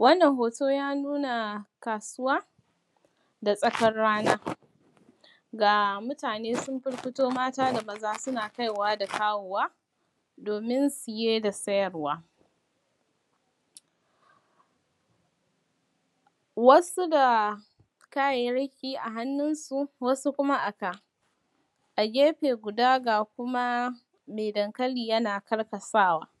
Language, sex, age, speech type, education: Hausa, female, 15-29, spontaneous, primary